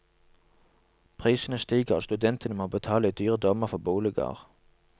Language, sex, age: Norwegian, male, 27